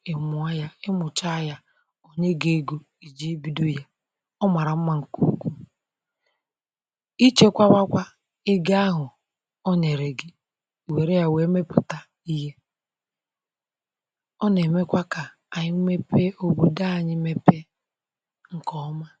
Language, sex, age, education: Igbo, female, 60+, tertiary